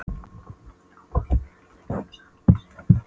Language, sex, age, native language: Icelandic, female, 12, Polish